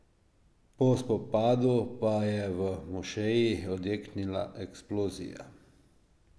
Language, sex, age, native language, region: Slovenian, male, 50-59, Slovenian, Drava region